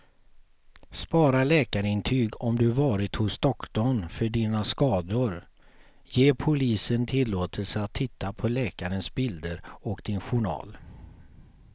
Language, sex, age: Swedish, male, 48